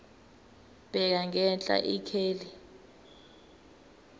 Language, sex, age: Zulu, female, 19